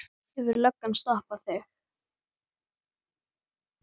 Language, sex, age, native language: Icelandic, female, 9, Icelandic